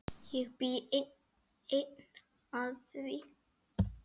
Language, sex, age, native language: Icelandic, female, 8, Icelandic